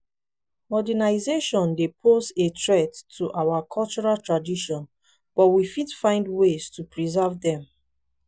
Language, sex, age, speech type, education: Nigerian Pidgin, female, 15-29, spontaneous, tertiary